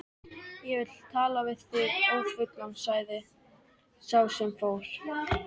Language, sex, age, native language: Icelandic, male, 13, Icelandic